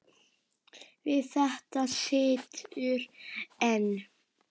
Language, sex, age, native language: Icelandic, female, 8, Icelandic